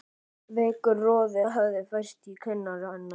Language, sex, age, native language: Icelandic, male, 11, Icelandic